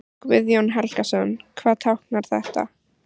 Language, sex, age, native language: Icelandic, female, 14, Icelandic